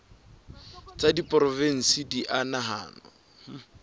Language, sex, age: Southern Sotho, male, 26